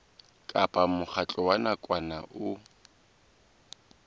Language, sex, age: Southern Sotho, male, 20